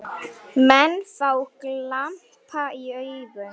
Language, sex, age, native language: Icelandic, female, 9, Icelandic